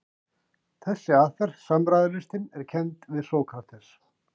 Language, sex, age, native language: Icelandic, male, 50-59, Icelandic